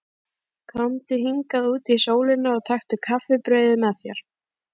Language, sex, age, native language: Icelandic, female, 11, Icelandic